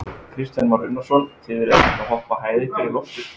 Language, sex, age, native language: Icelandic, male, 20-29, Icelandic